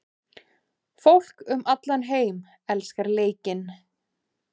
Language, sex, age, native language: Icelandic, female, 20-29, Icelandic